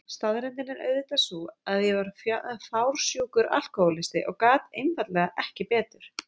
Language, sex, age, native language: Icelandic, female, 30-39, Icelandic